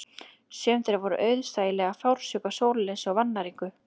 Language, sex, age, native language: Icelandic, female, 30-39, Icelandic